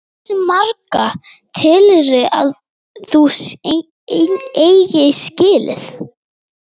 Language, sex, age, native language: Icelandic, female, 18-19, Icelandic